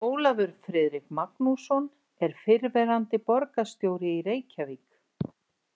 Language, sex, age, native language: Icelandic, female, 60-69, Icelandic